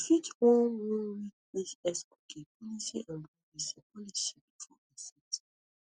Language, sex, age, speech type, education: Nigerian Pidgin, female, 15-29, spontaneous, tertiary